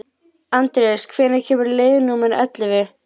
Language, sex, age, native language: Icelandic, female, 12, Icelandic